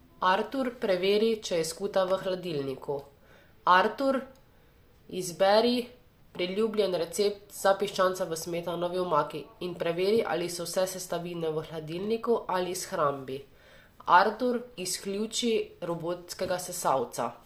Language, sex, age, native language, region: Slovenian, female, 18-29, Slovenian, Savinja region